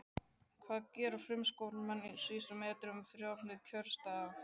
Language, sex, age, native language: Icelandic, male, 12, Icelandic